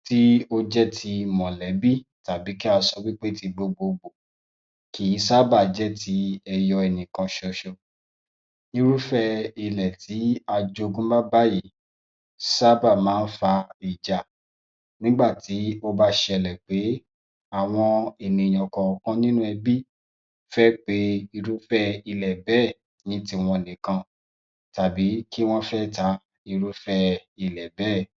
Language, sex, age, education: Yoruba, male, 30-45, tertiary